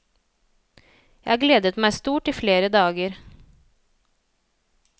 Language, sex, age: Norwegian, female, 27